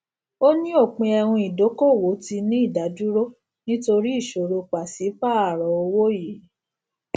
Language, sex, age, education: Yoruba, female, 46-60, tertiary